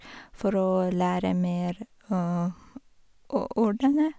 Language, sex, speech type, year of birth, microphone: Norwegian, female, spontaneous, 1985, Sennheiser